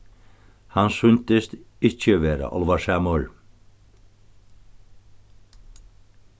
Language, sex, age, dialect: Faroese, male, 61+, Norðurstreymoy/Eysturoy